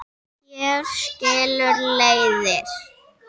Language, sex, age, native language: Icelandic, female, 7, Icelandic